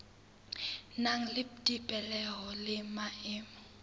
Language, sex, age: Southern Sotho, female, 19